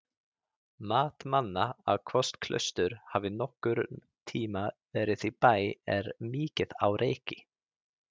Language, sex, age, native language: Icelandic, male, 30-39, Icelandic